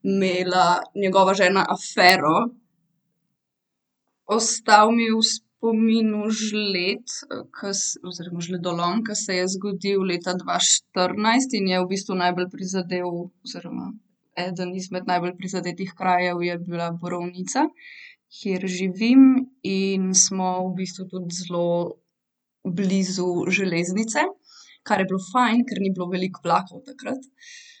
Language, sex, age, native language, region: Slovenian, female, 18-29, Slovenian, Central Slovenia